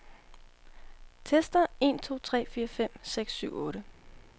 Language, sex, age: Danish, female, 18